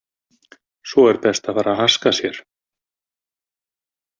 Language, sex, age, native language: Icelandic, male, 50-59, Icelandic